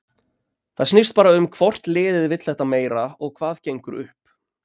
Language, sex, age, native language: Icelandic, male, 30-39, Icelandic